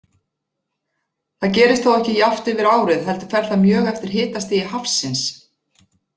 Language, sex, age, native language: Icelandic, female, 40-49, Icelandic